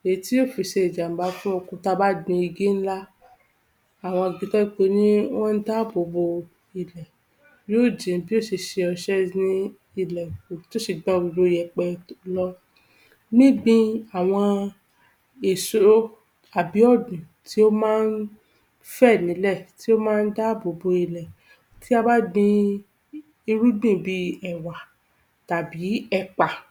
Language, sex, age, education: Yoruba, female, 15-29, tertiary